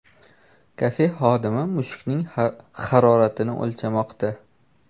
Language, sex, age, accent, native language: Uzbek, male, 18-24, Toshkent shahri, Uzbek